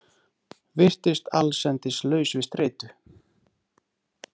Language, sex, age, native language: Icelandic, male, 30-39, Icelandic